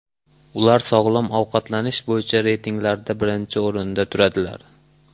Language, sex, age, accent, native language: Uzbek, male, 18-24, Andijon, Uzbek